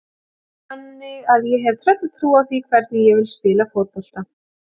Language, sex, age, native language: Icelandic, female, 40-49, Icelandic